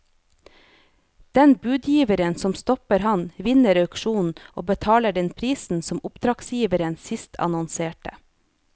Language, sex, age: Norwegian, female, 30